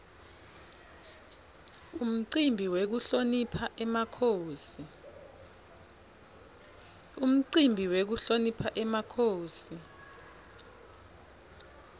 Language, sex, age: Swati, female, 26